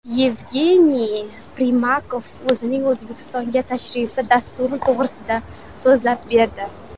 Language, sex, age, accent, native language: Uzbek, female, 19-29, Xorazm, Uzbek